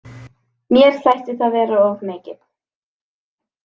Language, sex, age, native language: Icelandic, female, 18-19, Icelandic